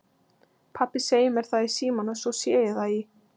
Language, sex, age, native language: Icelandic, female, 20-29, Icelandic